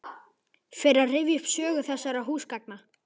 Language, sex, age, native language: Icelandic, male, 11, Icelandic